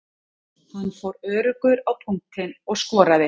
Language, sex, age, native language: Icelandic, female, 30-39, Icelandic